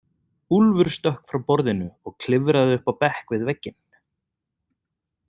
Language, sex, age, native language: Icelandic, male, 30-39, Icelandic